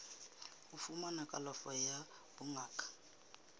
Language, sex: Southern Sotho, female